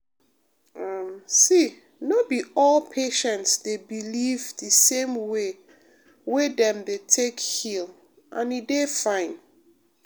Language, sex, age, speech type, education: Nigerian Pidgin, female, 30-45, spontaneous, tertiary